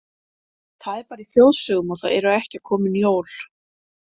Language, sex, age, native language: Icelandic, female, 50-59, Icelandic